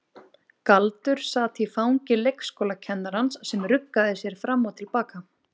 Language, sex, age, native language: Icelandic, female, 20-29, Icelandic